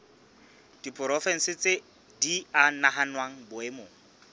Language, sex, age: Southern Sotho, male, 26